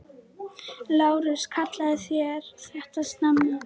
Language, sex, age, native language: Icelandic, female, 10, Icelandic